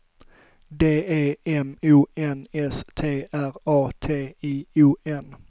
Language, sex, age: Swedish, male, 25